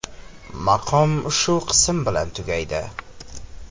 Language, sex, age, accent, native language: Uzbek, male, 18-24, Farg'ona, Uzbek